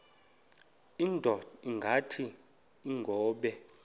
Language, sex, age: Xhosa, male, 21